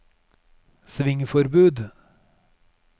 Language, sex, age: Norwegian, male, 41